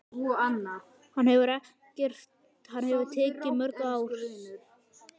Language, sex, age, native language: Icelandic, male, 10, Icelandic